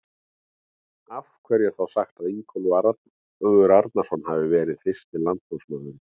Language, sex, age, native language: Icelandic, male, 40-49, Icelandic